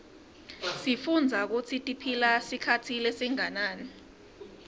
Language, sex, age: Swati, female, 22